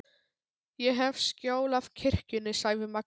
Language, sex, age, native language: Icelandic, male, 12, Polish